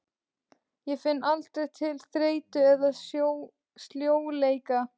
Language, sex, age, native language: Icelandic, female, 14, Icelandic